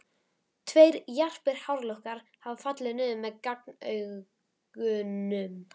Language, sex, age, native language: Icelandic, female, 11, Icelandic